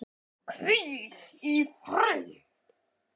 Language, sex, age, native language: Icelandic, male, 8, Icelandic